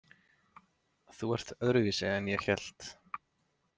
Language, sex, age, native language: Icelandic, male, 20-29, Icelandic